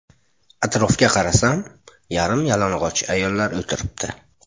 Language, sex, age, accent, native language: Uzbek, male, 25-34, Buxoro, Uzbek